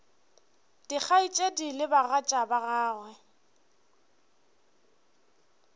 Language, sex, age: Northern Sotho, female, 21